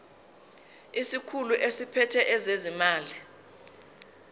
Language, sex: Zulu, female